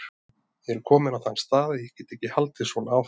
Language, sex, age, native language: Icelandic, male, 30-39, Icelandic